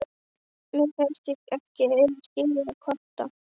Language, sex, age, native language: Icelandic, female, 12, Icelandic